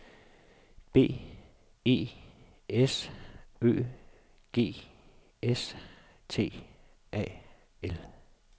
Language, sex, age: Danish, male, 52